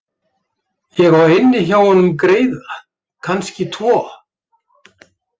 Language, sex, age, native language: Icelandic, male, 70-79, Icelandic